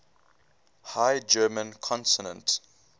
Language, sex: English, male